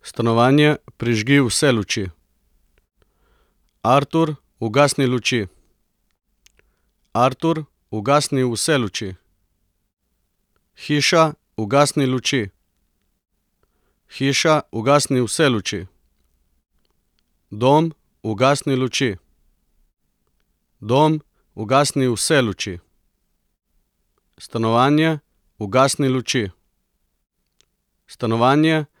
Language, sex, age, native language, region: Slovenian, male, 30-49, Slovenian, Coastal Karst region